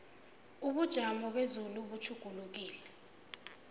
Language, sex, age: South Ndebele, female, 22